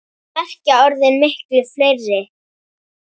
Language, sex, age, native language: Icelandic, female, 8, Icelandic